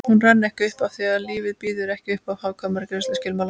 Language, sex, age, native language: Icelandic, female, 20-29, Icelandic